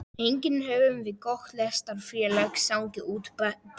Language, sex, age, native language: Icelandic, male, 11, Polish